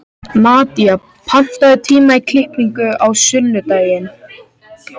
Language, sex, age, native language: Icelandic, male, 13, Icelandic